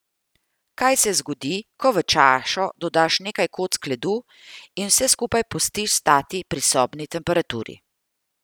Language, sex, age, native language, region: Slovenian, female, 50-59, Slovenian, Central Slovenia